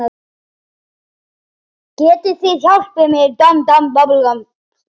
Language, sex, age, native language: Icelandic, male, 9, Icelandic